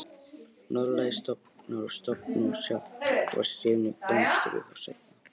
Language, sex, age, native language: Icelandic, male, 18-19, Icelandic